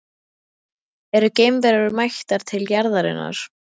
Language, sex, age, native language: Icelandic, female, 12, Icelandic